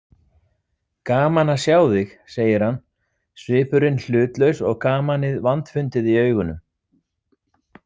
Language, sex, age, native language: Icelandic, male, 40-49, Icelandic